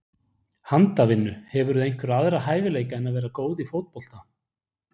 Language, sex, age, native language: Icelandic, male, 40-49, Icelandic